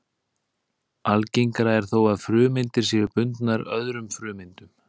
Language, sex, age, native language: Icelandic, male, 30-39, Icelandic